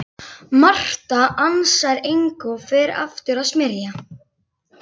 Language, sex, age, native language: Icelandic, female, 11, Icelandic